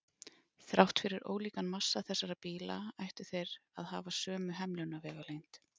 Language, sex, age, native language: Icelandic, female, 40-49, Icelandic